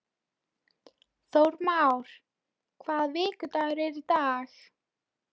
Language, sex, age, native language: Icelandic, female, 13, Polish